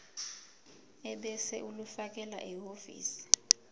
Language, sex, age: Zulu, female, 22